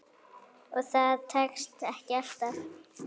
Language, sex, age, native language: Icelandic, female, 9, Icelandic